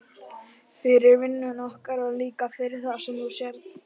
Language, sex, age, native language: Icelandic, male, 11, Icelandic